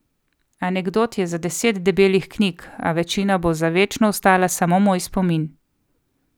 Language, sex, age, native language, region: Slovenian, female, 30-49, Slovenian, Coastal Karst region